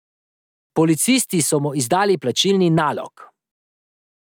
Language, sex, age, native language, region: Slovenian, male, 30-49, Slovenian, Drava region